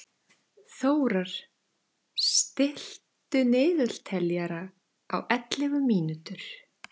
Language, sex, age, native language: Icelandic, female, 14, Icelandic